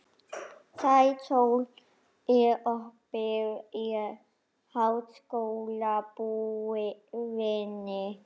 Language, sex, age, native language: Icelandic, female, 11, Icelandic